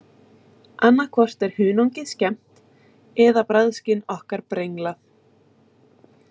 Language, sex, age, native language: Icelandic, female, 20-29, Icelandic